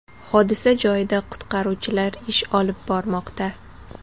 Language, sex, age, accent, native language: Uzbek, female, 18-24, Toshkent shahri, Uzbek